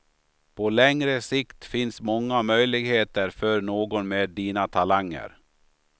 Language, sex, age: Swedish, male, 53